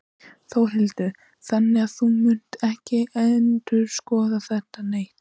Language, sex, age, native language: Icelandic, female, 14, Icelandic